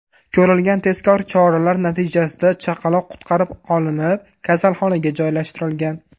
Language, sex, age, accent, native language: Uzbek, male, 18-24, Farg'ona, Uzbek